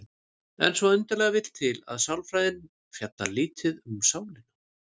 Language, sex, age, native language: Icelandic, male, 30-39, Icelandic